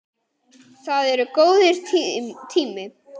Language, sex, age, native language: Icelandic, male, 10, Icelandic